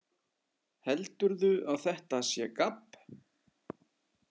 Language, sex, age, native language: Icelandic, male, 20-29, Icelandic